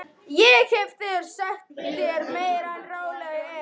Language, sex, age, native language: Icelandic, male, 11, Icelandic